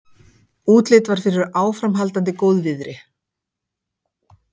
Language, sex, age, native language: Icelandic, female, 50-59, Icelandic